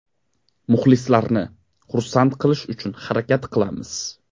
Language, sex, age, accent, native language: Uzbek, male, 18-24, Namangan, Uzbek